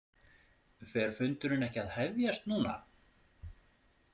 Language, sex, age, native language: Icelandic, male, 40-49, Icelandic